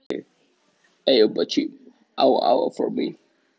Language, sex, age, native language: Icelandic, male, 13, Icelandic